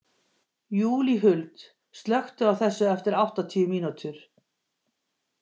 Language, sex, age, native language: Icelandic, female, 50-59, Icelandic